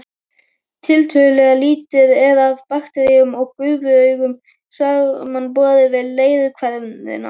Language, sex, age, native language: Icelandic, female, 12, Icelandic